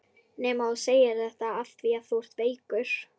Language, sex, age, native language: Icelandic, female, 11, Icelandic